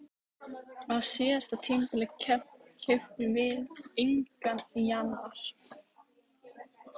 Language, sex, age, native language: Icelandic, female, 18-19, Icelandic